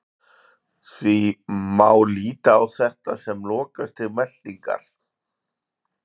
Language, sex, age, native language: Icelandic, male, 40-49, Icelandic